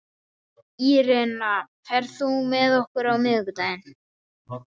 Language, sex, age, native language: Icelandic, male, 14, Icelandic